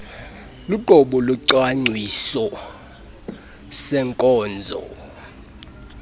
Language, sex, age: Xhosa, male, 32